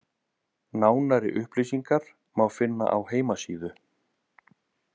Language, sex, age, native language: Icelandic, male, 30-39, Icelandic